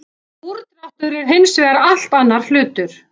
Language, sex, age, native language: Icelandic, female, 40-49, Icelandic